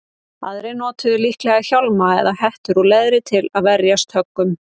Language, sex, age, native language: Icelandic, female, 30-39, Icelandic